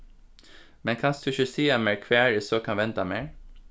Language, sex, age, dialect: Faroese, male, 15-35, Suðurstreymoy